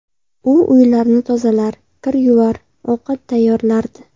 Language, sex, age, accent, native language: Uzbek, female, 18-24, Namangan, Uzbek